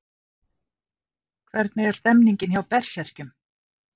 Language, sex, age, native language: Icelandic, female, 50-59, Icelandic